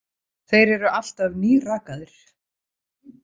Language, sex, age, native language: Icelandic, female, 30-39, Icelandic